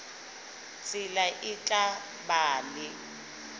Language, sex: Southern Sotho, female